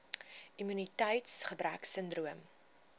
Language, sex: Afrikaans, female